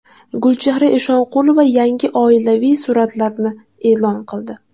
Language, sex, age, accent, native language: Uzbek, female, 18-24, Jizzax, Uzbek